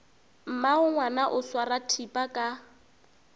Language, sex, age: Northern Sotho, female, 24